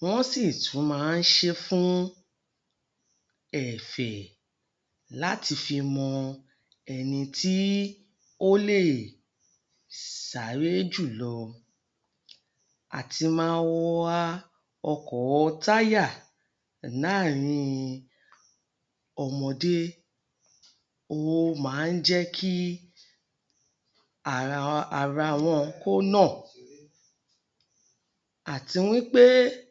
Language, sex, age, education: Yoruba, female, 30-45, tertiary